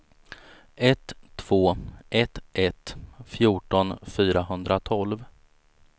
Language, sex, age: Swedish, male, 35